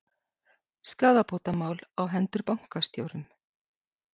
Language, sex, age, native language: Icelandic, female, 60-69, Icelandic